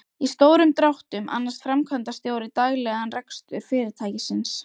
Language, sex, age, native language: Icelandic, female, 12, Icelandic